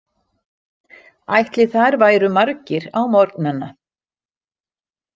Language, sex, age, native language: Icelandic, female, 60-69, Icelandic